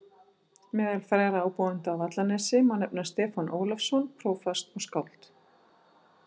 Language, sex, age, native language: Icelandic, female, 40-49, Icelandic